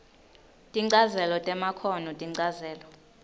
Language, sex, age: Swati, female, 19